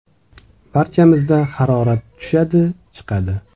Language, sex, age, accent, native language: Uzbek, male, 25-34, Toshkent viloyati, Uzbek